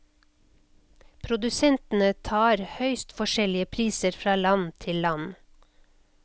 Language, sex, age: Norwegian, female, 56